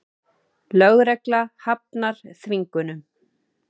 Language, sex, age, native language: Icelandic, female, 30-39, Icelandic